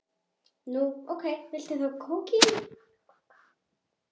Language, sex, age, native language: Icelandic, female, 10, Icelandic